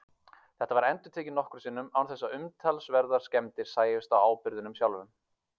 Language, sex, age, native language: Icelandic, male, 30-39, Icelandic